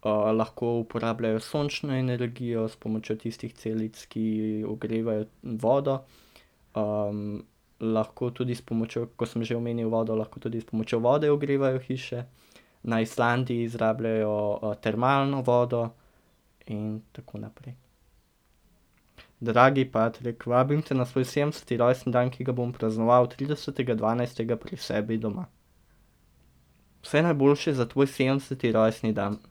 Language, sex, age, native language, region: Slovenian, male, 18-29, Slovenian, Central Slovenia